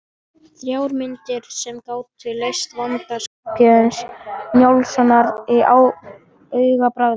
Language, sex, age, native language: Icelandic, male, 13, Icelandic